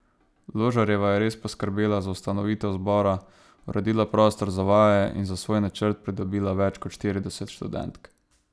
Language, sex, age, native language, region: Slovenian, male, 18-29, Slovenian, Savinja region